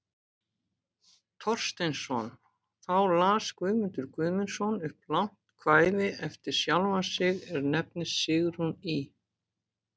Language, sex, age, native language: Icelandic, female, 50-59, Icelandic